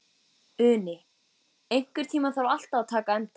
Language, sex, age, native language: Icelandic, female, 14, Icelandic